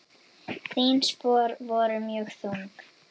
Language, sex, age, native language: Icelandic, female, 10, Icelandic